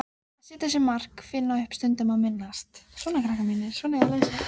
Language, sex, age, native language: Icelandic, female, 13, Icelandic